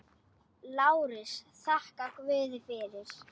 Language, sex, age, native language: Icelandic, female, 8, Icelandic